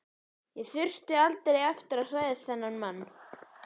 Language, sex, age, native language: Icelandic, male, 11, Icelandic